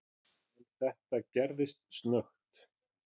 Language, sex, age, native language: Icelandic, male, 30-39, Icelandic